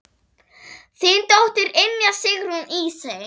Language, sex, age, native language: Icelandic, female, 8, Icelandic